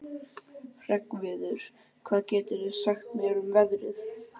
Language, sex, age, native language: Icelandic, male, 12, Icelandic